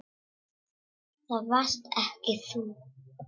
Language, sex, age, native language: Icelandic, female, 7, Czech